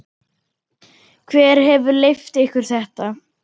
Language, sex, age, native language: Icelandic, male, 10, Icelandic